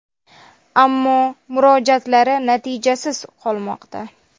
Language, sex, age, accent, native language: Uzbek, female, 19-29, Namangan, Uzbek